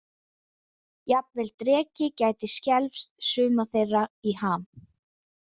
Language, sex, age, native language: Icelandic, female, 20-29, Icelandic